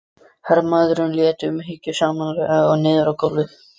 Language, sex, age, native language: Icelandic, other, 13, Icelandic